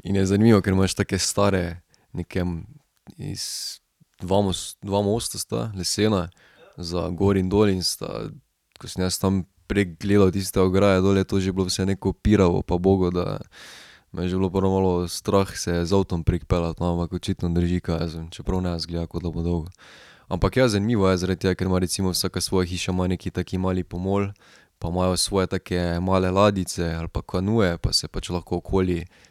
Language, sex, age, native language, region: Slovenian, male, 18-29, Slovenian, Drava region